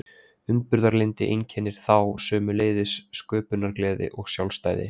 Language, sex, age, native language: Icelandic, male, 20-29, Icelandic